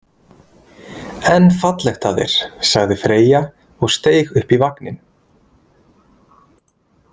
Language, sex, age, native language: Icelandic, male, 20-29, Icelandic